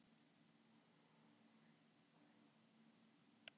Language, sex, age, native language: Icelandic, female, 18-19, Icelandic